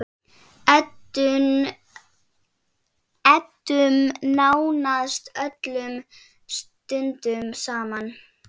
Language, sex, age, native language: Icelandic, female, 7, Icelandic